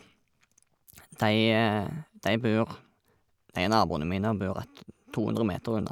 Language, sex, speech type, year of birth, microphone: Norwegian, male, spontaneous, 1989, Shure